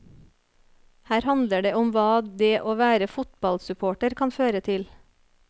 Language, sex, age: Norwegian, female, 30